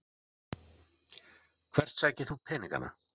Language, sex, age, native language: Icelandic, male, 40-49, Icelandic